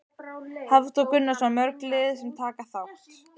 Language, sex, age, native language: Icelandic, female, 12, Icelandic